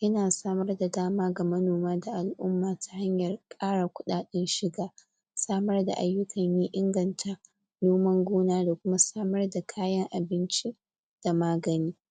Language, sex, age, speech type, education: Hausa, female, 46-60, spontaneous, tertiary